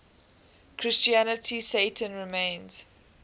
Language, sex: English, female